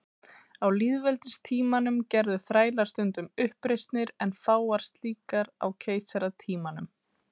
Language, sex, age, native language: Icelandic, female, 30-39, Icelandic